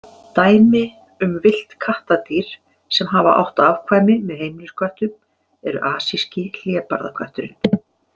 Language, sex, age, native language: Icelandic, female, 50-59, Icelandic